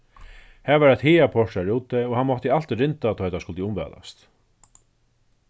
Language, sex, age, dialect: Faroese, male, 36-60, Suðurstreymoy